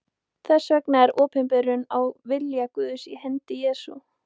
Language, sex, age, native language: Icelandic, female, 18-19, Icelandic